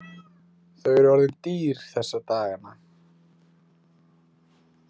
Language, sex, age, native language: Icelandic, male, 20-29, Icelandic